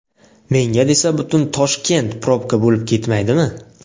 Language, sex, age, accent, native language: Uzbek, male, 18-24, Navoiy, Uzbek